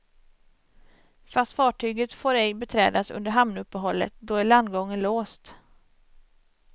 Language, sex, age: Swedish, female, 27